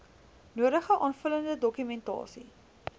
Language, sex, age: Afrikaans, female, 19